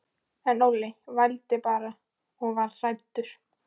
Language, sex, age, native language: Icelandic, female, 14, Icelandic